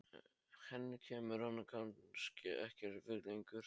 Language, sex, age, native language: Icelandic, male, 13, Polish